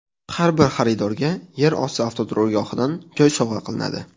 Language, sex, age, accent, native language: Uzbek, male, 18-24, Sirdaryo, Uzbek